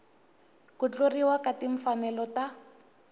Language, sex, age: Tsonga, female, 19